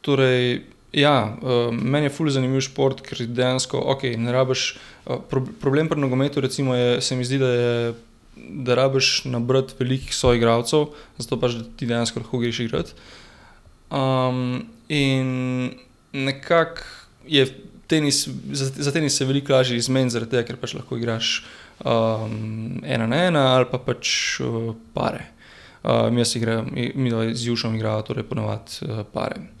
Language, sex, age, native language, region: Slovenian, male, 18-29, Slovenian, Gorenjska region